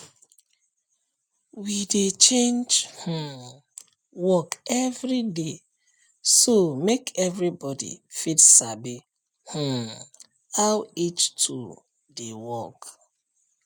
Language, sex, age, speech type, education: Nigerian Pidgin, male, 30-45, spontaneous, tertiary